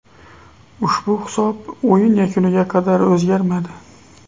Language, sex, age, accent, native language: Uzbek, male, 25-34, Xorazm, Uzbek